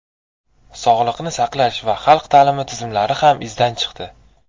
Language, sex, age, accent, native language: Uzbek, male, 19-29, Toshkent viloyati, Uzbek